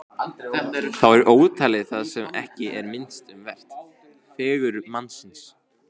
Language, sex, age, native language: Icelandic, male, 16, Icelandic